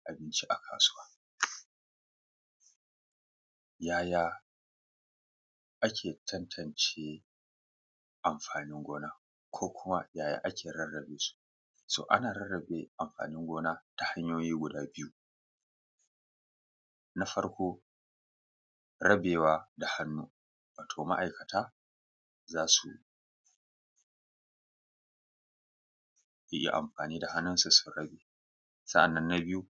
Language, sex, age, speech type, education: Hausa, male, 30-45, spontaneous, tertiary